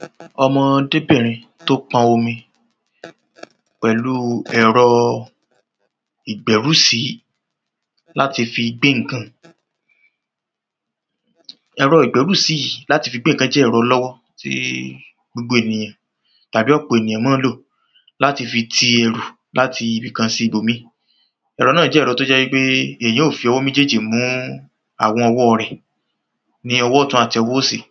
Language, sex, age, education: Yoruba, male, 30-45, tertiary